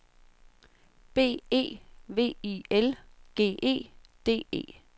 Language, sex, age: Danish, female, 47